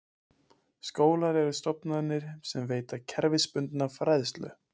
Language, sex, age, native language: Icelandic, male, 20-29, Icelandic